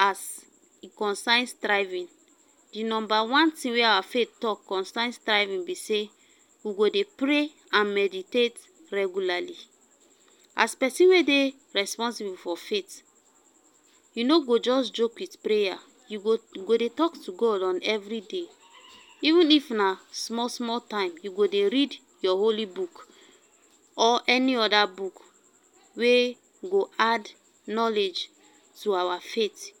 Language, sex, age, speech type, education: Nigerian Pidgin, female, 15-29, spontaneous, tertiary